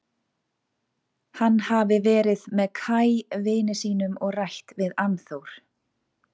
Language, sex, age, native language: Icelandic, female, 40-49, Icelandic